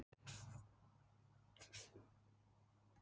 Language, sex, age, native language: Icelandic, female, 50-59, Icelandic